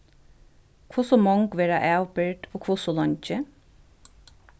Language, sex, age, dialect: Faroese, female, 36-60, Vágar